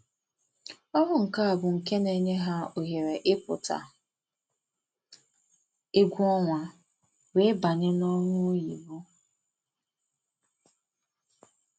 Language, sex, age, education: Igbo, female, 15-29, tertiary